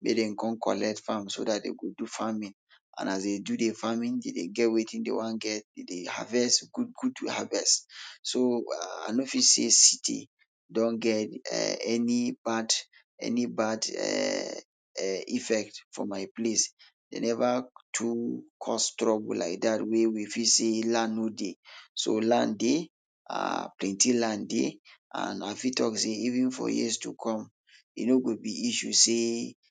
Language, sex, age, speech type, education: Nigerian Pidgin, male, 30-45, spontaneous, tertiary